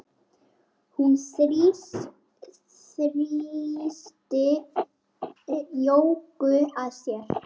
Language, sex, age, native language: Icelandic, female, 8, Icelandic